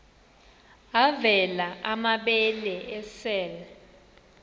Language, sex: Xhosa, male